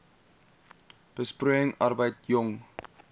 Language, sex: Afrikaans, male